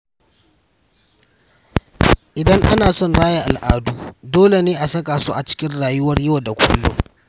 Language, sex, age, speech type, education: Hausa, male, 15-29, read, primary